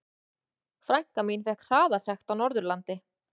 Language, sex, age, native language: Icelandic, female, 30-39, Icelandic